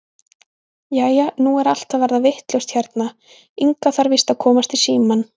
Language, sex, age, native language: Icelandic, female, 20-29, Icelandic